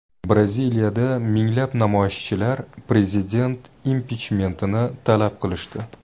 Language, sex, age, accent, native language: Uzbek, male, 19-29, Buxoro, Uzbek